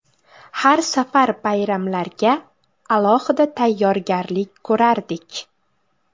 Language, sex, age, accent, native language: Uzbek, female, 18-24, Buxoro, Uzbek